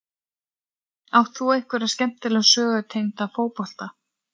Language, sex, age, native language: Icelandic, female, 40-49, Icelandic